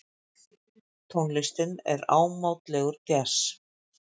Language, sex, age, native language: Icelandic, female, 50-59, Icelandic